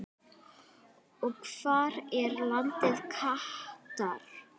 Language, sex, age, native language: Icelandic, female, 10, Icelandic